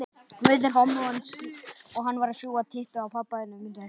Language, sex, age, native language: Icelandic, male, 10, Icelandic